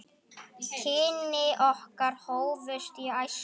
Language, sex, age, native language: Icelandic, male, 10, Icelandic